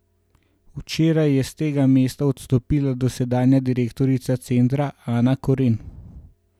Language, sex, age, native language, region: Slovenian, male, 18-29, Slovenian, Gorenjska region